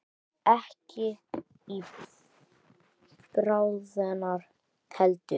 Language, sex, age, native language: Icelandic, male, 9, Icelandic